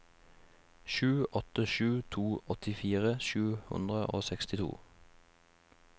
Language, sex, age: Norwegian, male, 21